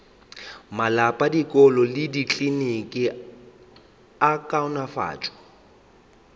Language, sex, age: Northern Sotho, male, 25